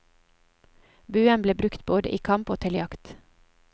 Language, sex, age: Norwegian, female, 27